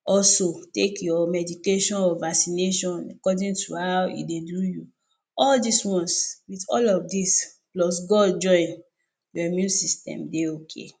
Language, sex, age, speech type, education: Nigerian Pidgin, female, 30-45, spontaneous, tertiary